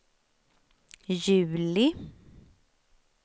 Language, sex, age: Swedish, female, 35